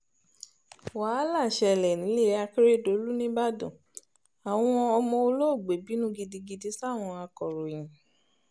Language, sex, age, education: Yoruba, female, 30-45, tertiary